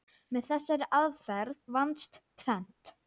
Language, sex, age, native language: Icelandic, female, 9, Icelandic